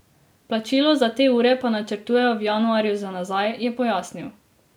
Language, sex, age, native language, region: Slovenian, female, 18-29, Slovenian, Drava region